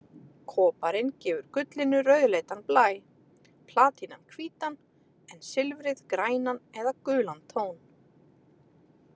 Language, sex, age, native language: Icelandic, female, 30-39, Icelandic